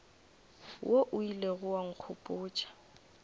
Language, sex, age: Northern Sotho, female, 24